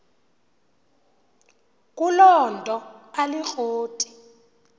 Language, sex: Xhosa, female